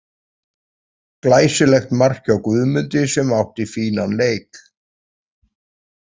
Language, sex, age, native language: Icelandic, male, 40-49, Icelandic